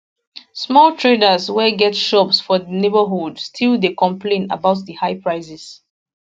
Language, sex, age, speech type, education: Nigerian Pidgin, female, 15-29, spontaneous, tertiary